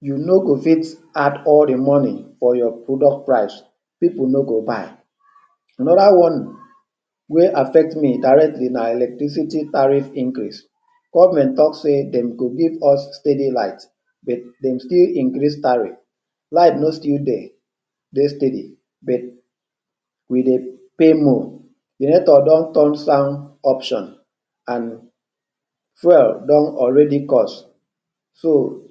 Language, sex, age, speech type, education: Nigerian Pidgin, male, 30-45, spontaneous, tertiary